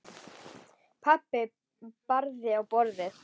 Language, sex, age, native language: Icelandic, female, 10, Icelandic